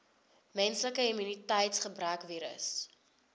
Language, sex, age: Afrikaans, female, 22